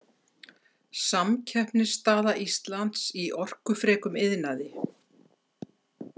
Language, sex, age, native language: Icelandic, female, 50-59, Icelandic